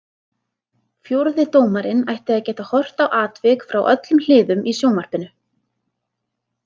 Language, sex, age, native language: Icelandic, female, 30-39, Icelandic